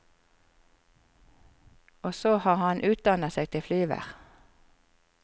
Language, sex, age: Norwegian, female, 54